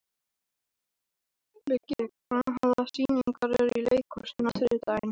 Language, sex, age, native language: Icelandic, male, 12, Icelandic